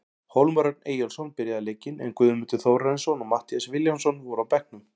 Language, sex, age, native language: Icelandic, male, 40-49, Icelandic